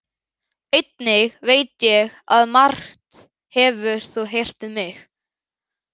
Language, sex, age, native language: Icelandic, male, 11, Icelandic